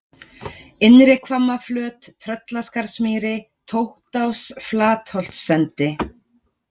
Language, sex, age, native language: Icelandic, female, 40-49, Icelandic